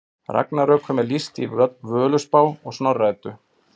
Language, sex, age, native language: Icelandic, male, 40-49, Icelandic